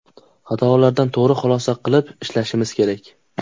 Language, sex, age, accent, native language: Uzbek, male, 18-24, Qashqadaryo, Uzbek